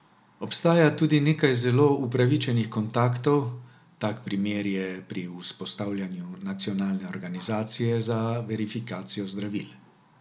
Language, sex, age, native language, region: Slovenian, male, 60+, Slovenian, Drava region